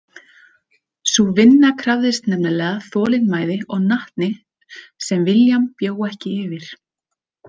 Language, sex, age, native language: Icelandic, female, 30-39, Icelandic